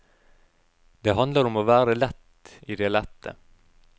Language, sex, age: Norwegian, male, 32